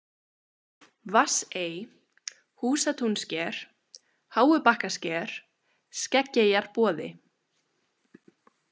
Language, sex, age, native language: Icelandic, female, 20-29, Icelandic